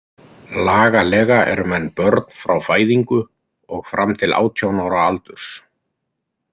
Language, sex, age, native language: Icelandic, male, 50-59, Icelandic